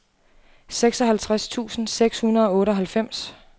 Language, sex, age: Danish, female, 28